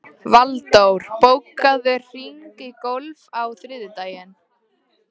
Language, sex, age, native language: Icelandic, female, 18-19, Icelandic